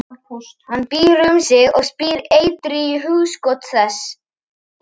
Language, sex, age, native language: Icelandic, male, 11, Icelandic